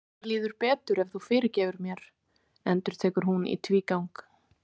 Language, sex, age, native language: Icelandic, female, 18-19, Icelandic